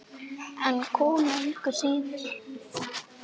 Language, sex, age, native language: Icelandic, male, 9, Icelandic